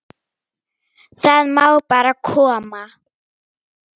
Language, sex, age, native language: Icelandic, female, 9, Icelandic